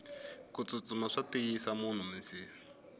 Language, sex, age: Tsonga, male, 21